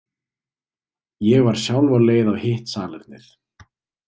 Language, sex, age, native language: Icelandic, male, 20-29, Icelandic